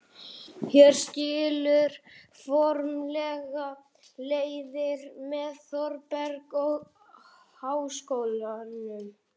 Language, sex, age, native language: Icelandic, male, 11, Icelandic